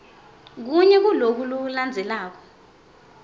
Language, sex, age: Swati, female, 20